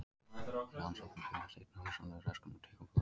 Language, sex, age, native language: Icelandic, male, 20-29, Icelandic